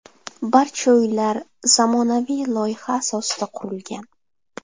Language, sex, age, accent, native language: Uzbek, female, 18-24, Samarqand, Uzbek